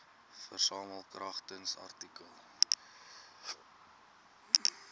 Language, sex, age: Afrikaans, male, 19